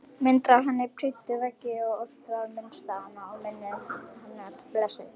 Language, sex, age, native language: Icelandic, female, 18-19, Icelandic